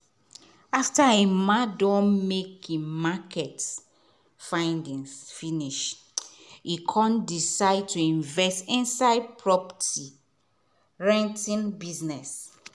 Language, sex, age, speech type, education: Nigerian Pidgin, female, 30-45, spontaneous, tertiary